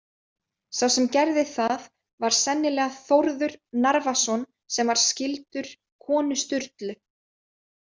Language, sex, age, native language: Icelandic, female, 20-29, Icelandic